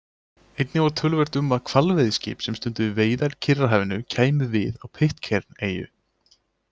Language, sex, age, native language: Icelandic, male, 20-29, Icelandic